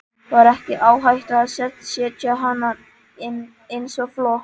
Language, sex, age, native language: Icelandic, male, 11, Icelandic